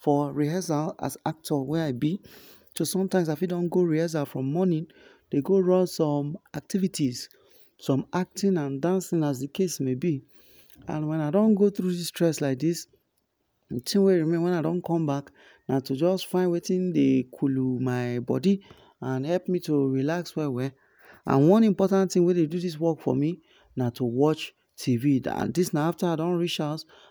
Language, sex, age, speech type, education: Nigerian Pidgin, male, 15-29, spontaneous, tertiary